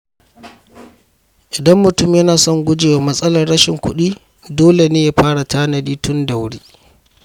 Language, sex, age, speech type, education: Hausa, male, 15-29, read, primary